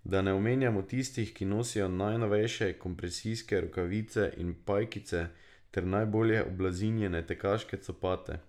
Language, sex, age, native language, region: Slovenian, male, 18-29, Slovenian, Drava region